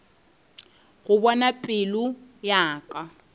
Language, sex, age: Northern Sotho, female, 26